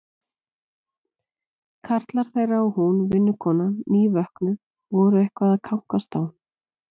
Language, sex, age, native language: Icelandic, female, 40-49, Icelandic